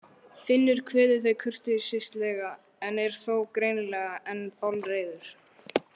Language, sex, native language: Icelandic, other, Icelandic